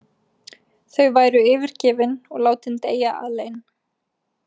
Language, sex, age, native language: Icelandic, female, 20-29, Icelandic